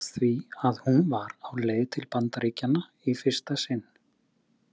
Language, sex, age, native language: Icelandic, male, 30-39, Icelandic